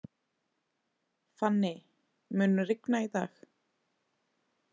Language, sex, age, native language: Icelandic, female, 20-29, Icelandic